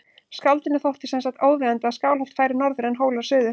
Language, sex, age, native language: Icelandic, female, 30-39, Icelandic